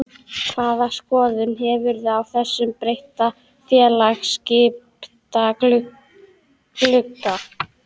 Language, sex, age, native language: Icelandic, female, 12, Icelandic